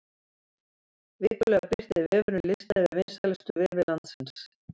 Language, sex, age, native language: Icelandic, female, 70-79, Icelandic